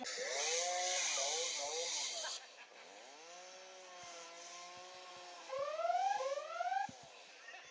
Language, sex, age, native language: Icelandic, other, 12, Icelandic